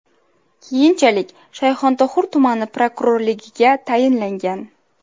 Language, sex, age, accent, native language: Uzbek, female, 25-34, Navoiy, Uzbek